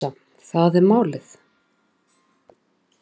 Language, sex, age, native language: Icelandic, female, 30-39, Icelandic